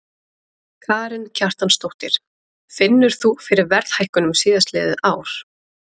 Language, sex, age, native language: Icelandic, female, 30-39, Icelandic